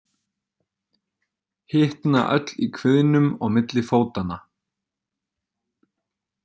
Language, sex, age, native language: Icelandic, male, 20-29, Icelandic